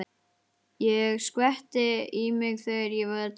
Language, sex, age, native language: Icelandic, male, 12, Icelandic